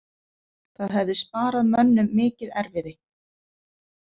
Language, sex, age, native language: Icelandic, female, 50-59, Icelandic